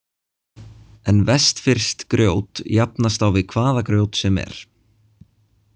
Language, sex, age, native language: Icelandic, male, 20-29, Icelandic